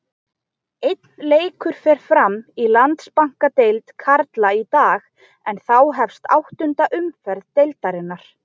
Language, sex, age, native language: Icelandic, female, 20-29, Icelandic